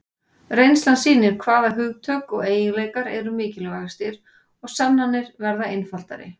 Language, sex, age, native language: Icelandic, female, 40-49, Icelandic